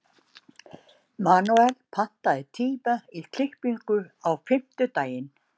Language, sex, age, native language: Icelandic, female, 60-69, Icelandic